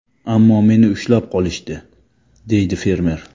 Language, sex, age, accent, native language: Uzbek, male, 25-34, Namangan, Tajik